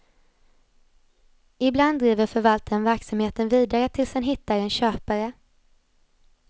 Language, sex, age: Swedish, female, 20